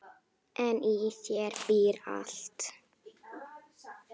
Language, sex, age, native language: Icelandic, female, 10, Icelandic